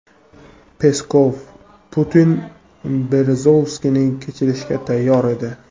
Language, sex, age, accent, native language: Uzbek, male, 18-24, Buxoro, Uzbek